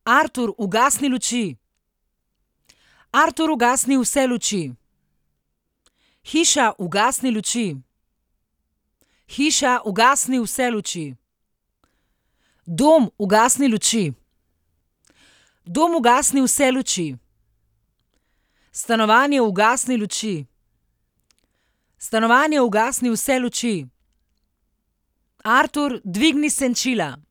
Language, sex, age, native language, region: Slovenian, female, 30-49, Slovenian, Central Slovenia